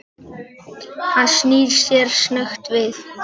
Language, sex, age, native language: Icelandic, male, 10, Icelandic